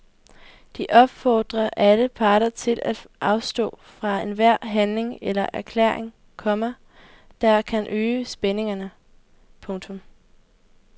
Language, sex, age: Danish, female, 18